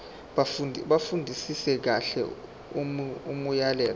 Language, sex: Zulu, male